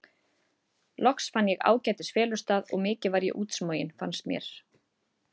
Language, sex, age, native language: Icelandic, female, 30-39, Icelandic